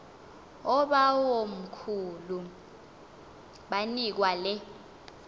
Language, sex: Xhosa, female